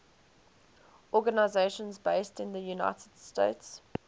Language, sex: English, female